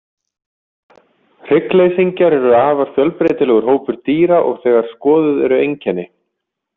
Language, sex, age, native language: Icelandic, male, 20-29, Icelandic